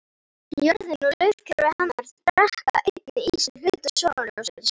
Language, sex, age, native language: Icelandic, female, 18-19, Icelandic